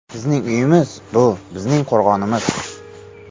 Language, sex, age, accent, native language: Uzbek, male, 18-24, Samarqand, Uzbek